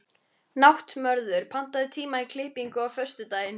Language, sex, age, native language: Icelandic, female, 13, Icelandic